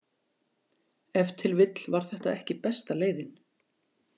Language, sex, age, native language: Icelandic, female, 40-49, Icelandic